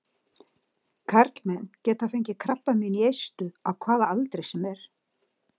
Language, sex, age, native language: Icelandic, female, 60-69, Icelandic